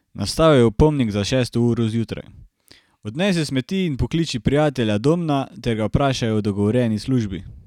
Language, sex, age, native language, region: Slovenian, male, 18-29, Slovenian, Carinthia region